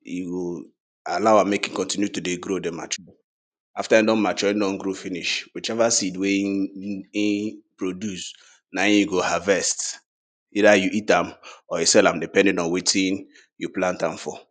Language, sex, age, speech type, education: Nigerian Pidgin, male, 30-45, spontaneous, secondary